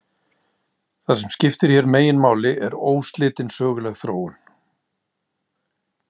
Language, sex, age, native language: Icelandic, male, 60-69, Icelandic